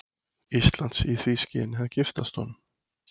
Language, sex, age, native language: Icelandic, male, 20-29, Icelandic